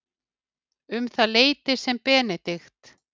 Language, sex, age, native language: Icelandic, female, 50-59, Icelandic